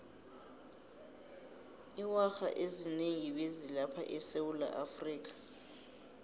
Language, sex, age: South Ndebele, female, 23